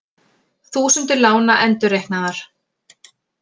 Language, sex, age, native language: Icelandic, female, 40-49, Icelandic